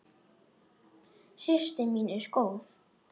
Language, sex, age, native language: Icelandic, male, 10, Icelandic